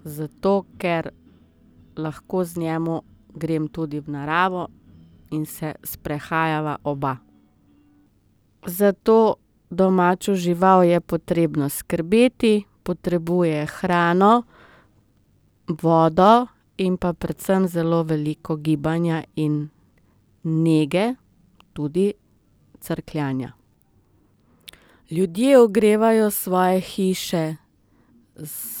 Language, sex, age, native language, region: Slovenian, female, 30-49, Slovenian, Southeast Slovenia